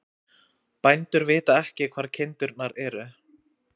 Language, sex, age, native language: Icelandic, male, 20-29, Icelandic